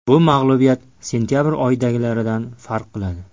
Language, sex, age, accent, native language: Uzbek, male, 18-24, Sirdaryo, Uzbek